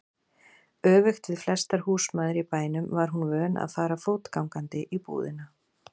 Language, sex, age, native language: Icelandic, female, 40-49, Icelandic